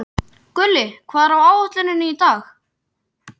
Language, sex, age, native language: Icelandic, male, 12, Icelandic